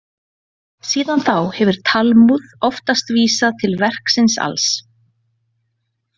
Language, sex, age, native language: Icelandic, female, 40-49, Icelandic